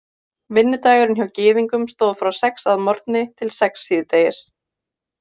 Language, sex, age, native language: Icelandic, female, 20-29, Icelandic